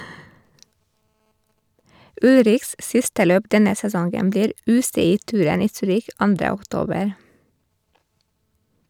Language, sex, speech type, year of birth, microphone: Norwegian, female, read, 1991, Shure